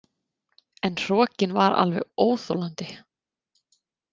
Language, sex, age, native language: Icelandic, female, 30-39, Icelandic